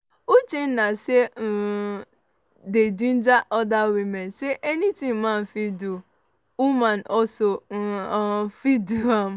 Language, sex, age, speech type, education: Nigerian Pidgin, female, 30-45, spontaneous, tertiary